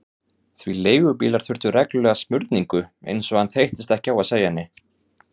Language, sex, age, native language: Icelandic, male, 30-39, Icelandic